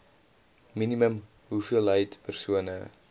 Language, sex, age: Afrikaans, male, 20